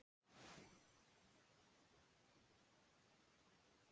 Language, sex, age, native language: Icelandic, female, 40-49, Icelandic